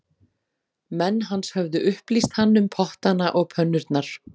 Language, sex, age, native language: Icelandic, female, 40-49, Icelandic